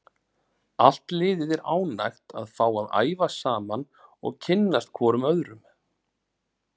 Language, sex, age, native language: Icelandic, male, 40-49, Icelandic